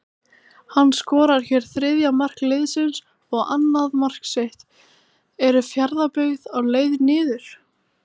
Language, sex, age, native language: Icelandic, female, 18-19, Icelandic